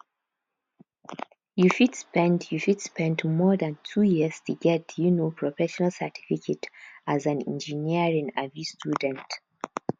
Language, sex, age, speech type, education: Nigerian Pidgin, female, 15-29, spontaneous, tertiary